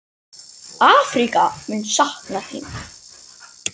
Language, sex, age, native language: Icelandic, male, 10, Icelandic